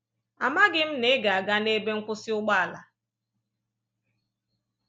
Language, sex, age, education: Igbo, female, 30-45, tertiary